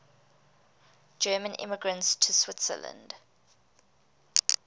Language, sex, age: English, female, 20